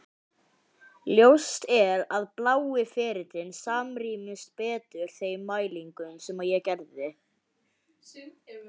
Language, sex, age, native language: Icelandic, male, 18-19, Icelandic